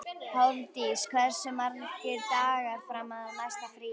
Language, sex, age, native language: Icelandic, female, 11, Icelandic